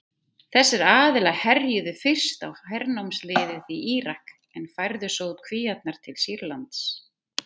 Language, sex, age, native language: Icelandic, female, 30-39, Icelandic